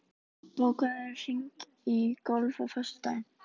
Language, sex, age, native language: Icelandic, female, 14, Icelandic